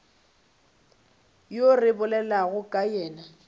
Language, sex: Northern Sotho, female